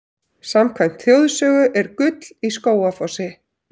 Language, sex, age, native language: Icelandic, female, 30-39, Icelandic